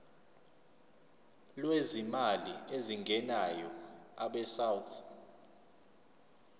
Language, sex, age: Zulu, male, 29